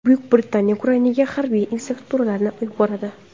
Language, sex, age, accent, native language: Uzbek, female, under 19, Qashqadaryo, Uzbek